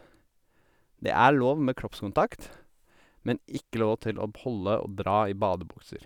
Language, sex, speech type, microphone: Norwegian, male, spontaneous, Sennheiser